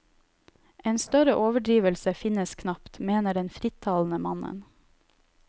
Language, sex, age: Norwegian, female, 31